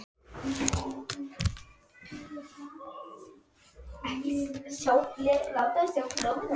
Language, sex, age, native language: Icelandic, female, 10, Icelandic